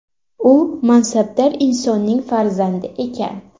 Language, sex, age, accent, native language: Uzbek, female, 18-24, Farg'ona, Uzbek